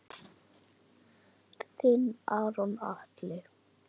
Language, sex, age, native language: Icelandic, male, 8, Icelandic